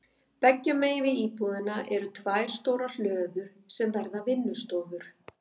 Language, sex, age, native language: Icelandic, female, 50-59, Icelandic